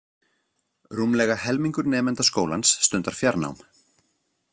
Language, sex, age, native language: Icelandic, other, 40-49, Icelandic